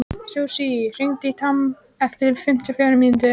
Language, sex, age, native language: Icelandic, female, 14, Icelandic